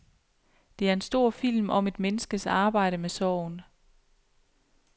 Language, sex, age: Danish, female, 28